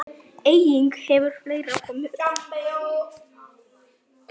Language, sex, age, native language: Icelandic, male, 9, Icelandic